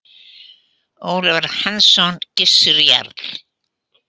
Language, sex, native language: Icelandic, female, Icelandic